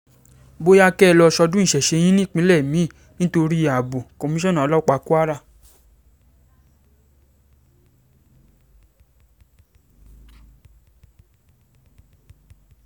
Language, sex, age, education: Yoruba, male, 15-29, secondary